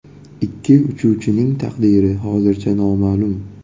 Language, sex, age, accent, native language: Uzbek, male, 18-24, Toshkent viloyati, Uzbek